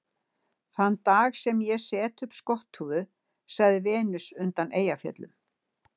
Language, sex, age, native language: Icelandic, female, 60-69, Icelandic